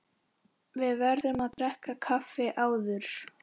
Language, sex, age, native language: Icelandic, male, 13, Icelandic